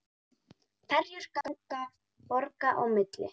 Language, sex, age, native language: Icelandic, female, 9, Icelandic